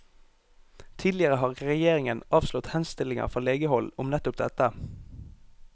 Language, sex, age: Norwegian, male, 18